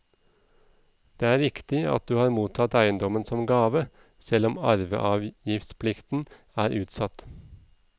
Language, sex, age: Norwegian, male, 37